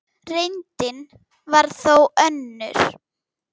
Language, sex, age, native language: Icelandic, female, 10, Icelandic